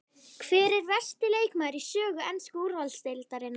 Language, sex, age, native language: Icelandic, female, 11, Icelandic